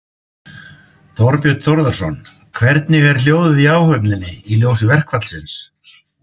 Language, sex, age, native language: Icelandic, male, 50-59, Icelandic